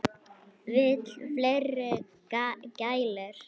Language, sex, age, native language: Icelandic, female, 9, Icelandic